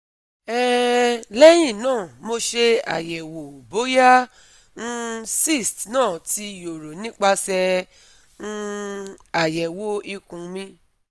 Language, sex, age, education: Yoruba, female, 30-45, tertiary